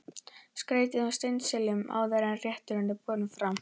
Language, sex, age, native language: Icelandic, female, 11, Icelandic